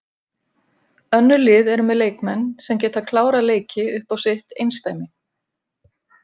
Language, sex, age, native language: Icelandic, female, 50-59, Icelandic